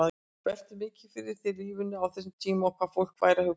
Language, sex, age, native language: Icelandic, female, 60-69, Icelandic